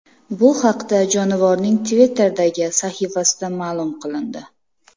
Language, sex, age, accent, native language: Uzbek, female, 25-34, Namangan, Uzbek